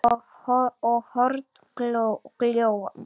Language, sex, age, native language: Icelandic, female, 9, Icelandic